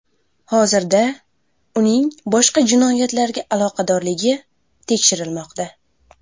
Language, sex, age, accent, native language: Uzbek, female, 18-24, Buxoro, Uzbek